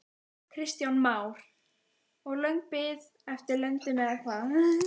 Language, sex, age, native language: Icelandic, female, 14, Icelandic